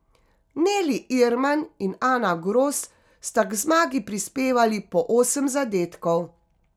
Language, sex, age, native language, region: Slovenian, female, 50-59, Slovenian, Carinthia region